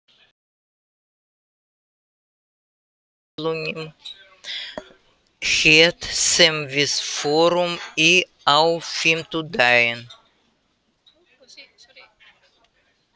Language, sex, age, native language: Icelandic, female, 80-89, Russian